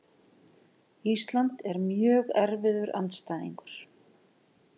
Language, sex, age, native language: Icelandic, female, 50-59, Icelandic